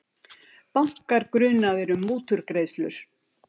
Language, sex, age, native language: Icelandic, female, 70-79, Icelandic